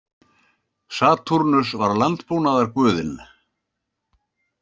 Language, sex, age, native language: Icelandic, male, 70-79, Icelandic